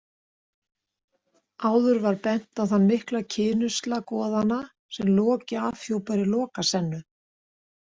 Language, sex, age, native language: Icelandic, female, 60-69, Icelandic